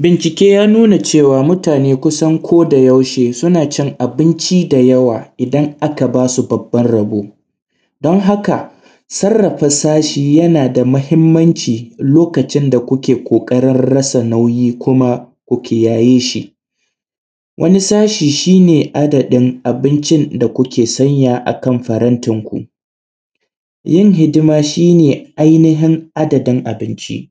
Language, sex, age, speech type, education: Hausa, male, 30-45, spontaneous, primary